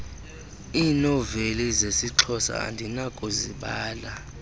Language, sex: Xhosa, male